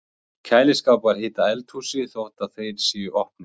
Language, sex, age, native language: Icelandic, male, 20-29, Icelandic